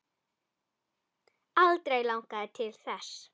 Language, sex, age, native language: Icelandic, female, 10, Icelandic